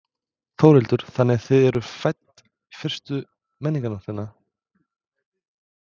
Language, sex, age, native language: Icelandic, male, 20-29, Serbo-Croatian